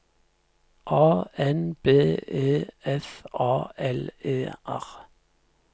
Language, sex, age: Norwegian, male, 50